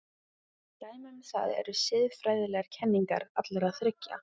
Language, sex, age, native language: Icelandic, female, 15, Icelandic